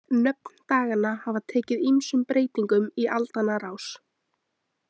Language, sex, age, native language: Icelandic, female, 20-29, Icelandic